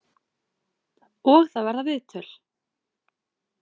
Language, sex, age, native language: Icelandic, female, 20-29, Icelandic